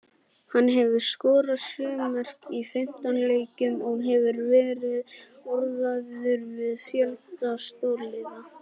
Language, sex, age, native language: Icelandic, male, 18-19, Icelandic